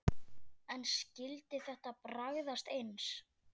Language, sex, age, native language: Icelandic, female, 10, Icelandic